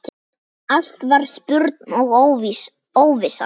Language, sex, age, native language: Icelandic, male, 10, Icelandic